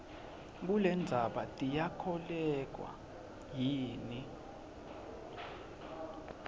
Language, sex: Swati, male